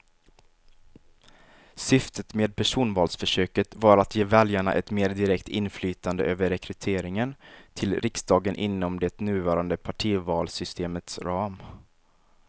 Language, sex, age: Swedish, male, 23